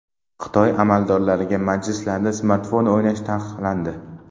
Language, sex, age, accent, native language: Uzbek, male, 12-17, Namangan, Uzbek